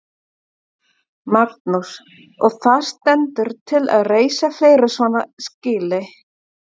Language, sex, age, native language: Icelandic, female, 40-49, German